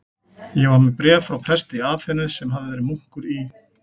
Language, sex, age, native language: Icelandic, male, 40-49, Icelandic